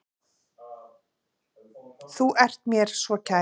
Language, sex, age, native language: Icelandic, female, 40-49, Icelandic